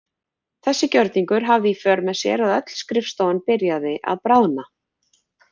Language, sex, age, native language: Icelandic, female, 40-49, Icelandic